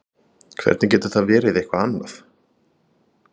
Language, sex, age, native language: Icelandic, male, 30-39, Icelandic